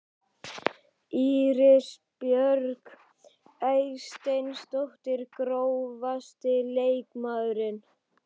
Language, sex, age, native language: Icelandic, male, 12, Icelandic